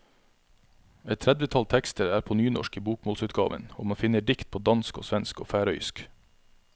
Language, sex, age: Norwegian, male, 33